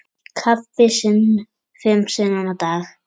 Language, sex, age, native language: Icelandic, male, 7, Icelandic